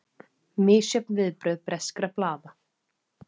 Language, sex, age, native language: Icelandic, female, 30-39, Icelandic